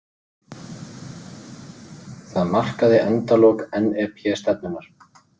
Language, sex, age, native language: Icelandic, male, 30-39, Icelandic